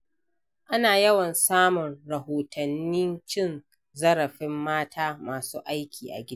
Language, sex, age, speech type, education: Hausa, female, 60+, read, primary